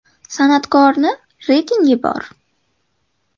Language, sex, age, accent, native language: Uzbek, female, 19-29, Toshkent viloyati, Uzbek